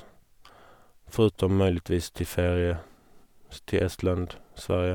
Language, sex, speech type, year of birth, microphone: Norwegian, male, spontaneous, 1981, Sennheiser